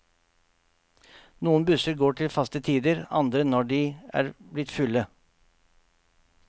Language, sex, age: Norwegian, male, 48